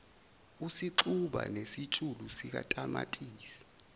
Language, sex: Zulu, male